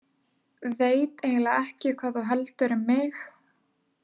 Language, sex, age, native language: Icelandic, female, 20-29, Icelandic